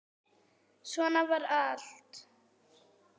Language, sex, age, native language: Icelandic, female, 9, Icelandic